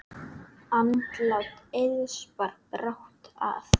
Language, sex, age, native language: Icelandic, male, 8, Icelandic